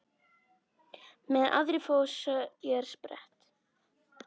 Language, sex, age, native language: Icelandic, female, 9, Icelandic